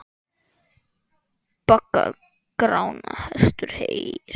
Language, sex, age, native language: Icelandic, male, 10, Icelandic